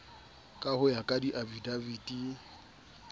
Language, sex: Southern Sotho, male